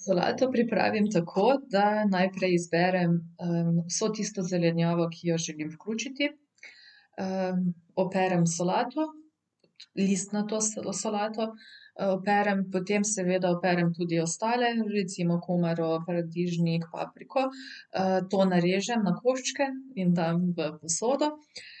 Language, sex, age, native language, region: Slovenian, female, 30-49, Slovenian, Central Slovenia